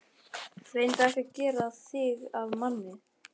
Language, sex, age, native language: Icelandic, male, 11, Icelandic